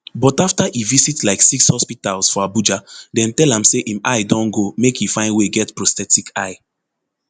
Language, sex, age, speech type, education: Nigerian Pidgin, male, 15-29, spontaneous, tertiary